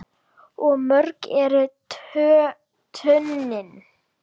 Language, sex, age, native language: Icelandic, female, 10, Icelandic